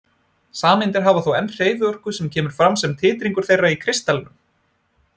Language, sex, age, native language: Icelandic, male, 20-29, Icelandic